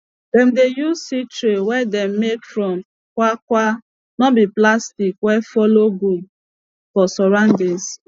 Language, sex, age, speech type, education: Nigerian Pidgin, female, 30-45, spontaneous, tertiary